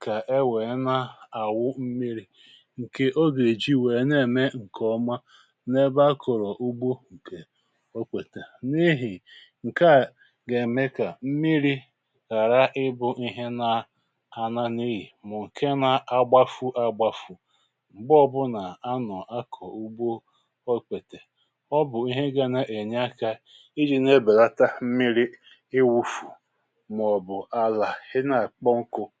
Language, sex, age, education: Igbo, male, 30-45, tertiary